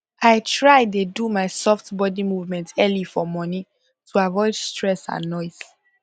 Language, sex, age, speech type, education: Nigerian Pidgin, female, 15-29, spontaneous, tertiary